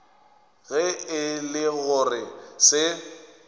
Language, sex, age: Northern Sotho, male, 21